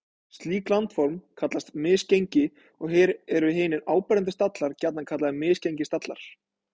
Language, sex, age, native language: Icelandic, male, 20-29, Icelandic